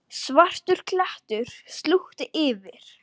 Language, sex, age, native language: Icelandic, male, 10, Icelandic